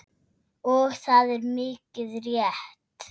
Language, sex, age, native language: Icelandic, female, 7, Icelandic